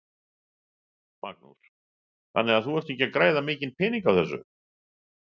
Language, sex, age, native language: Icelandic, male, 60-69, Icelandic